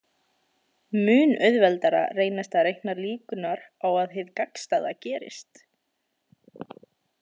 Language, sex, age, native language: Icelandic, female, 20-29, Icelandic